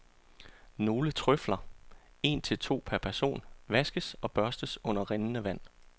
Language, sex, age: Danish, male, 34